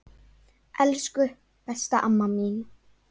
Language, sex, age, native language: Icelandic, female, 9, Icelandic